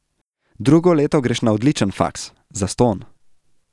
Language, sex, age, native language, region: Slovenian, male, 18-29, Slovenian, Central Slovenia